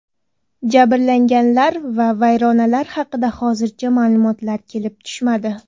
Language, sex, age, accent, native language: Uzbek, female, 19-29, Toshkent viloyati, Uzbek